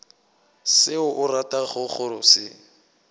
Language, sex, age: Northern Sotho, male, 18